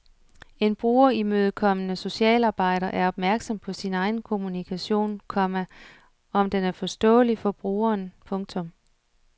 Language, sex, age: Danish, female, 47